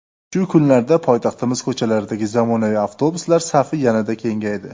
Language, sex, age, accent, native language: Uzbek, male, 25-34, Jizzax, Uzbek